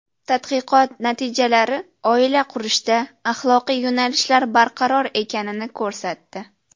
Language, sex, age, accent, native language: Uzbek, female, under 19, Jizzax, Uzbek